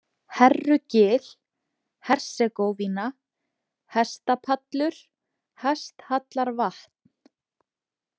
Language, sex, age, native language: Icelandic, female, 20-29, Icelandic